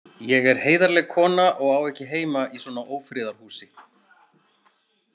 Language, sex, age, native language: Icelandic, male, 40-49, Icelandic